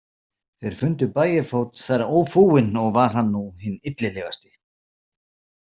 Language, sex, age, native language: Icelandic, male, 40-49, Icelandic